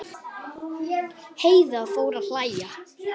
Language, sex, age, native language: Icelandic, male, 8, Icelandic